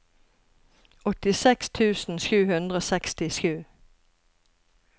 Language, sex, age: Norwegian, female, 54